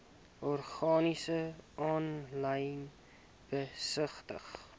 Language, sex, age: Afrikaans, male, 18